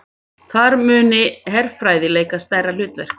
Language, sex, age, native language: Icelandic, female, 50-59, Icelandic